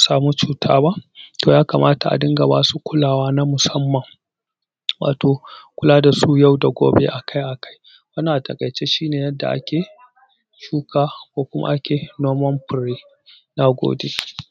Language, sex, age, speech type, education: Hausa, male, 30-45, spontaneous, tertiary